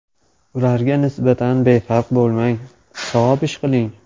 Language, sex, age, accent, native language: Uzbek, male, 18-24, Farg'ona, Uzbek